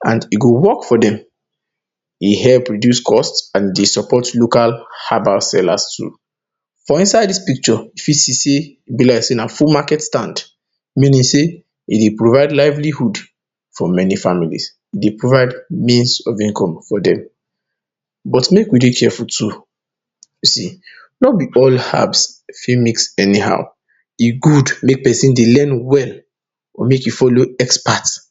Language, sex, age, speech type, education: Nigerian Pidgin, male, 30-45, spontaneous, tertiary